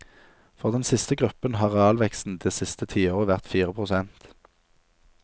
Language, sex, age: Norwegian, male, 27